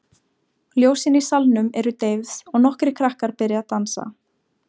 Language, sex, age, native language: Icelandic, female, 17, Icelandic